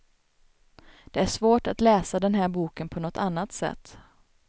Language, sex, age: Swedish, female, 29